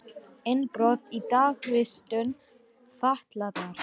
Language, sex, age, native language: Icelandic, other, 18-19, Icelandic